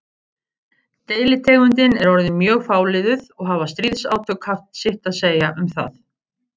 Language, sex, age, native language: Icelandic, female, 50-59, Icelandic